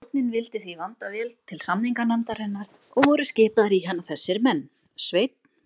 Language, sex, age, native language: Icelandic, female, 20-29, Icelandic